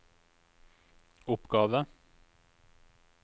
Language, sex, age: Norwegian, male, 36